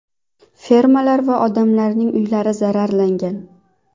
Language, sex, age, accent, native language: Uzbek, female, 19-29, Qashqadaryo, Uzbek